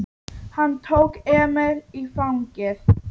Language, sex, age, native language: Icelandic, female, 9, Icelandic